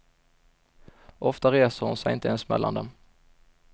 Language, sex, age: Swedish, male, 21